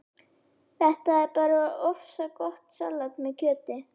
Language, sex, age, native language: Icelandic, female, 11, Icelandic